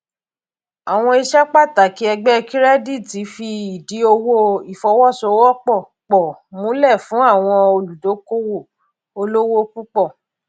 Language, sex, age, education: Yoruba, female, 30-45, tertiary